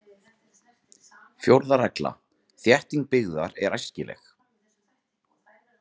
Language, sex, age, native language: Icelandic, male, 30-39, Icelandic